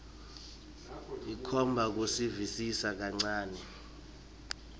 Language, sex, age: Swati, male, 23